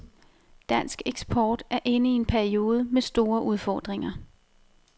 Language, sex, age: Danish, female, 28